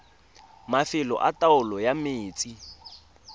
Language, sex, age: Tswana, male, 22